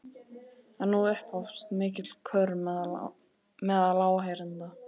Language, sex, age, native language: Icelandic, male, 12, Icelandic